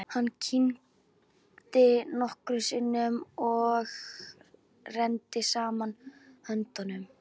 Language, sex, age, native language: Icelandic, female, 12, Icelandic